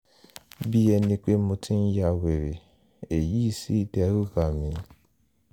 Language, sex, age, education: Yoruba, male, 15-29, tertiary